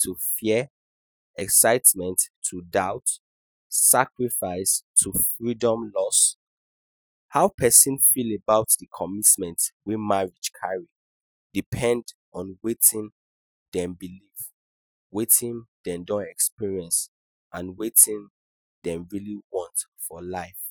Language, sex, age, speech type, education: Nigerian Pidgin, male, 15-29, spontaneous, tertiary